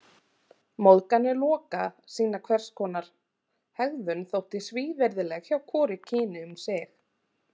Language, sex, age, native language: Icelandic, female, 30-39, Icelandic